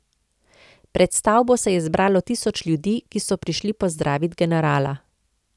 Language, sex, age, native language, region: Slovenian, female, 50-59, Slovenian, Central Slovenia